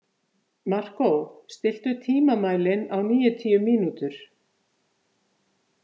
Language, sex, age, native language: Icelandic, female, 50-59, Icelandic